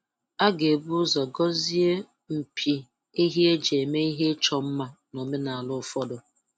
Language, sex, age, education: Igbo, female, 15-29, tertiary